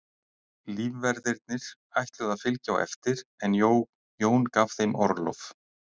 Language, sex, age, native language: Icelandic, male, 60-69, Icelandic